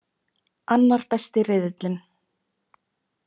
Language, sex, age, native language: Icelandic, female, 20-29, Icelandic